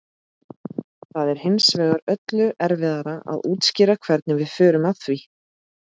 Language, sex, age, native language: Icelandic, female, 30-39, Icelandic